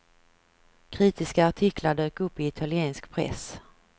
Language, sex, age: Swedish, female, 49